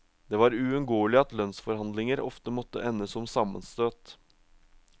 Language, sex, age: Norwegian, male, 22